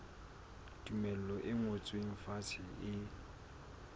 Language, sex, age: Southern Sotho, male, 24